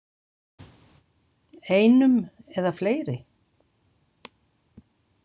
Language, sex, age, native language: Icelandic, female, 60-69, Icelandic